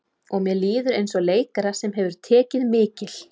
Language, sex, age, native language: Icelandic, female, 30-39, Icelandic